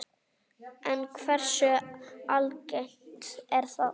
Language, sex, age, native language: Icelandic, female, 9, Icelandic